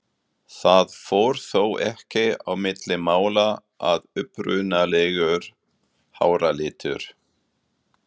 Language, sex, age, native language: Icelandic, male, 40-49, German